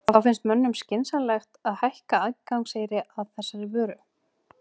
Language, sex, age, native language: Icelandic, female, 30-39, Icelandic